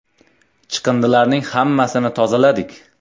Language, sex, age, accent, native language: Uzbek, male, 25-34, Qoraqalpog'iston, Uzbek